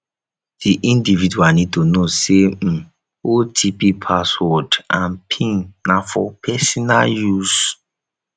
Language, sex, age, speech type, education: Nigerian Pidgin, male, 15-29, spontaneous, tertiary